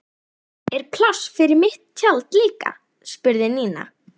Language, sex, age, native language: Icelandic, female, 11, Icelandic